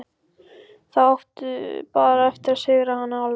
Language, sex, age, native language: Icelandic, male, 14, Icelandic